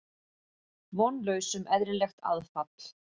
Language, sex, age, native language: Icelandic, female, 40-49, Icelandic